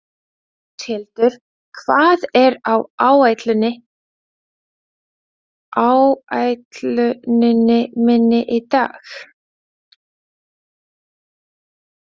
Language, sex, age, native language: Icelandic, female, 20-29, Latvian